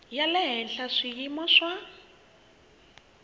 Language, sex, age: Tsonga, female, 21